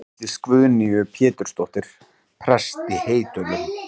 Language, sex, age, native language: Icelandic, male, 30-39, Icelandic